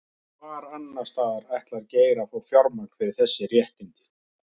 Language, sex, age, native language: Icelandic, male, 50-59, Icelandic